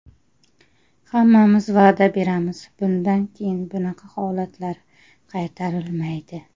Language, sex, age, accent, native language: Uzbek, female, 30-39, Qashqadaryo, Uzbek